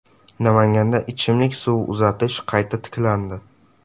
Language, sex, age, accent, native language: Uzbek, male, 12-17, Samarqand, Uzbek